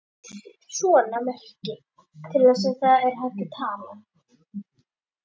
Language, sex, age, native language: Icelandic, female, 10, Icelandic